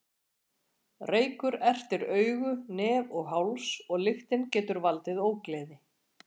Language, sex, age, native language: Icelandic, female, 40-49, Icelandic